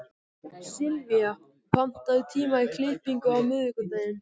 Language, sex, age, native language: Icelandic, male, 14, Icelandic